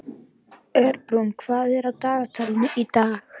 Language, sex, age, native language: Icelandic, female, 11, Icelandic